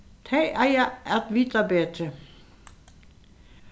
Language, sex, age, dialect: Faroese, female, 61+, Suðurstreymoy